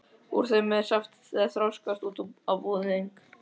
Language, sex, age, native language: Icelandic, male, 13, Icelandic